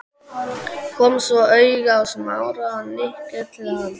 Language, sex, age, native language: Icelandic, male, 12, Icelandic